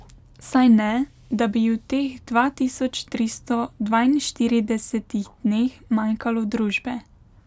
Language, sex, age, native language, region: Slovenian, female, 18-29, Slovenian, Pomurje region